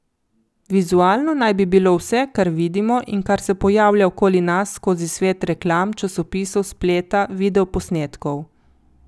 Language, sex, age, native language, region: Slovenian, female, 50-59, Slovenian, Coastal Karst region